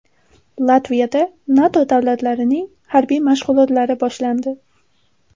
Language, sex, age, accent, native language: Uzbek, female, 18-24, Samarqand, Uzbek